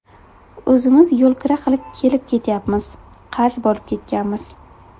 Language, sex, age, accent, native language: Uzbek, female, 18-24, Buxoro, Uzbek